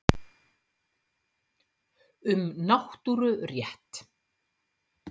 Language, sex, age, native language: Icelandic, female, 50-59, Icelandic